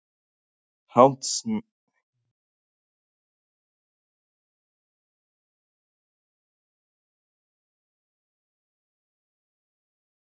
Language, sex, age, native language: Icelandic, male, 18-19, Icelandic